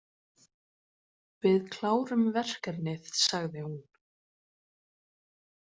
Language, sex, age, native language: Icelandic, female, 20-29, Icelandic